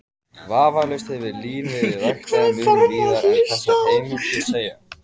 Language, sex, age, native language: Icelandic, male, 18-19, Icelandic